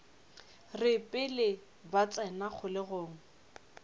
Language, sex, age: Northern Sotho, female, 25